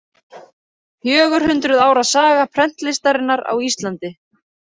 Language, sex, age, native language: Icelandic, female, 30-39, Icelandic